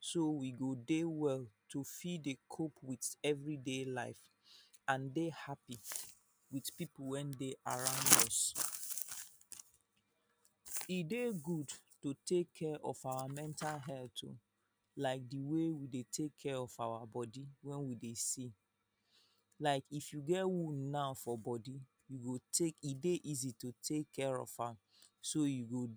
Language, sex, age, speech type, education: Nigerian Pidgin, female, 30-45, spontaneous, secondary